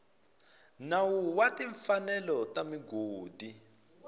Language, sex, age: Tsonga, male, 20